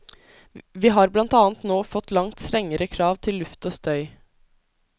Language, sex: Norwegian, female